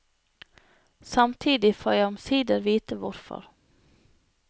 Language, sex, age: Norwegian, female, 25